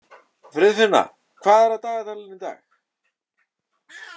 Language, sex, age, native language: Icelandic, male, 30-39, Icelandic